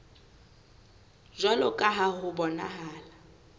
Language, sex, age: Southern Sotho, female, 18